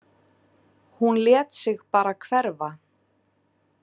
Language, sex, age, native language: Icelandic, female, 30-39, Icelandic